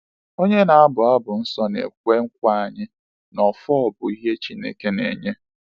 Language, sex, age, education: Igbo, male, 15-29, tertiary